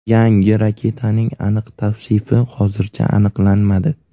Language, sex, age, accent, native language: Uzbek, male, 18-24, Navoiy, Uzbek